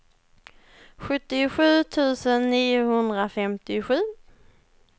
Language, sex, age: Swedish, female, 21